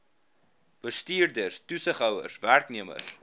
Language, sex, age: Afrikaans, male, 19